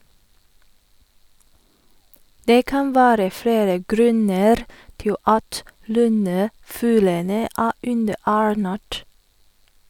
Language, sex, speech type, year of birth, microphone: Norwegian, female, read, 1978, Sennheiser